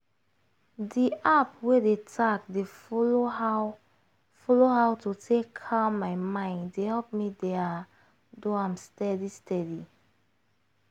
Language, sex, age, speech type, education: Nigerian Pidgin, female, 15-29, spontaneous, tertiary